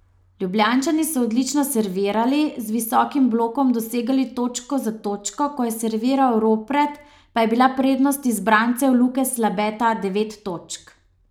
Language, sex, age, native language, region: Slovenian, female, 30-49, Slovenian, Savinja region